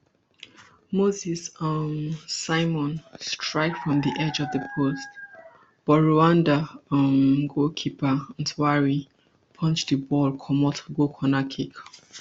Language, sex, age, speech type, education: Nigerian Pidgin, female, 30-45, spontaneous, tertiary